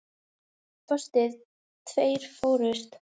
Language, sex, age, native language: Icelandic, female, 18-19, Icelandic